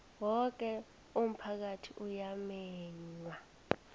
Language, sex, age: South Ndebele, female, 20